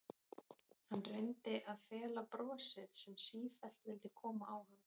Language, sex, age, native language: Icelandic, female, 30-39, Icelandic